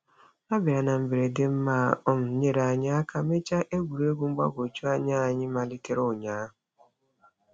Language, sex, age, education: Igbo, female, 30-45, tertiary